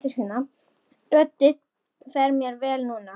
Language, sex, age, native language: Icelandic, female, 10, Icelandic